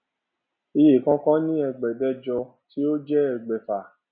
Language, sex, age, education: Yoruba, male, 30-45, tertiary